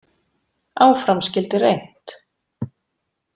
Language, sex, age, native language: Icelandic, female, 40-49, Icelandic